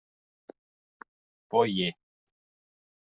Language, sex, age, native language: Icelandic, male, 20-29, Icelandic